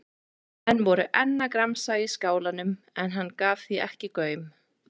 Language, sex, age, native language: Icelandic, female, 20-29, Icelandic